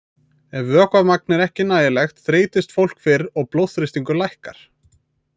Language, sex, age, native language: Icelandic, male, 20-29, Icelandic